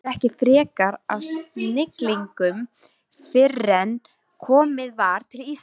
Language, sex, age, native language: Icelandic, female, 13, Icelandic